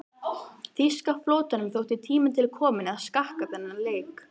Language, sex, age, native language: Icelandic, female, 13, Icelandic